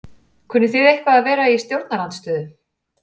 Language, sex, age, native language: Icelandic, female, 40-49, Icelandic